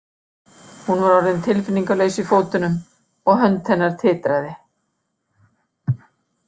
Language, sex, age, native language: Icelandic, female, 60-69, Icelandic